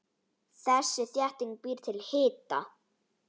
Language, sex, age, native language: Icelandic, female, 9, Icelandic